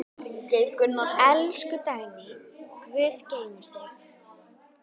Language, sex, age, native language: Icelandic, female, 10, Icelandic